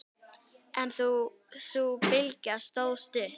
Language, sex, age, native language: Icelandic, female, 9, Icelandic